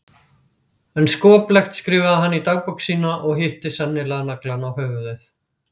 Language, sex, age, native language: Icelandic, female, 60-69, Icelandic